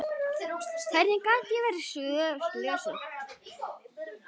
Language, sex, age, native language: Icelandic, female, 9, Icelandic